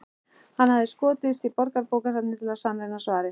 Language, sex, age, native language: Icelandic, male, 11, Icelandic